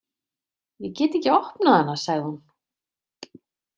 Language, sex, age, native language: Icelandic, female, 50-59, Icelandic